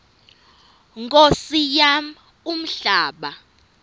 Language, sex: Xhosa, female